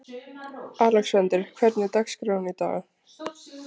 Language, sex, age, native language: Icelandic, female, 20-29, Icelandic